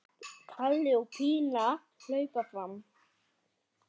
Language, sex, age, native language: Icelandic, male, 10, Icelandic